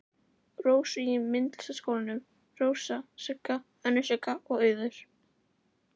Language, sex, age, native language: Icelandic, female, 11, Icelandic